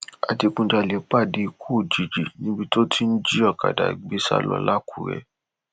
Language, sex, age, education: Yoruba, male, 15-29, tertiary